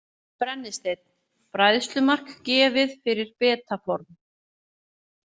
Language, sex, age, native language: Icelandic, female, 40-49, Icelandic